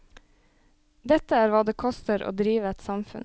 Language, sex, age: Norwegian, female, 26